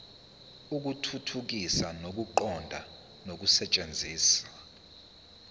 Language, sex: Zulu, male